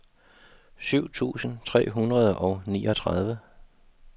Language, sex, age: Danish, male, 52